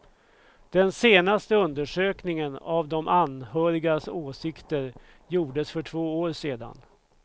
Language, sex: Swedish, male